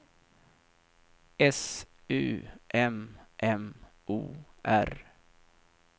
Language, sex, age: Swedish, male, 32